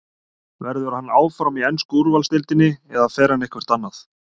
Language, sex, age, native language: Icelandic, male, 30-39, Icelandic